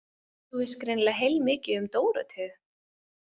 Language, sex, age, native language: Icelandic, female, 20-29, Icelandic